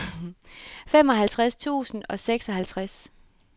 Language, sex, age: Danish, female, 33